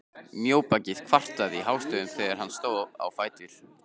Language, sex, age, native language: Icelandic, male, 15, Icelandic